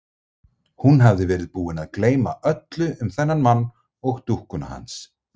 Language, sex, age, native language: Icelandic, male, 30-39, Icelandic